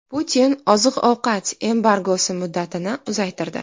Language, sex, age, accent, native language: Uzbek, female, 19-29, Farg'ona, Uzbek